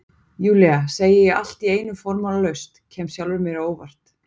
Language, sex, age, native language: Icelandic, female, 40-49, Icelandic